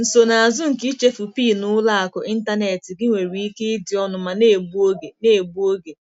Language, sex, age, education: Igbo, female, 15-29, tertiary